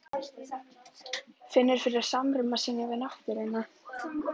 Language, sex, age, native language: Icelandic, female, 11, Icelandic